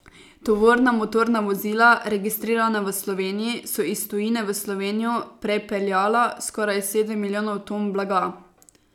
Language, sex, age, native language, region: Slovenian, female, 18-29, Slovenian, Savinja region